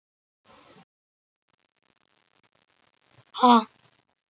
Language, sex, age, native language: Icelandic, female, 18-19, Icelandic